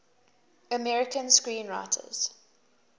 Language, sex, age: English, female, 19